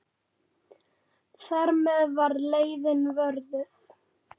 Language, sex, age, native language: Icelandic, female, 9, Icelandic